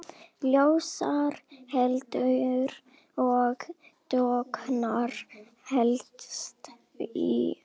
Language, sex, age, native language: Icelandic, female, 10, Icelandic